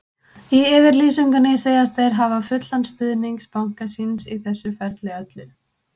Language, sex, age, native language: Icelandic, female, 20-29, Icelandic